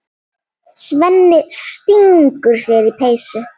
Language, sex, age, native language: Icelandic, female, 8, Icelandic